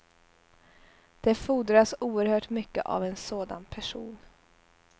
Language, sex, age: Swedish, female, 21